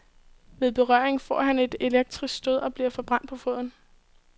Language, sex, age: Danish, female, 18